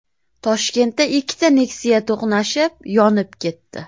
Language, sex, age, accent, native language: Uzbek, female, 25-34, Farg'ona, Uzbek